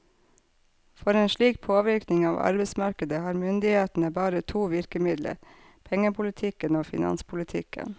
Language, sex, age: Norwegian, female, 48